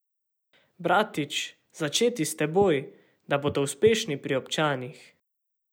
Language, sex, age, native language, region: Slovenian, male, 18-29, Slovenian, Savinja region